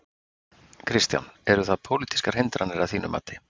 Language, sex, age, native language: Icelandic, male, 50-59, Icelandic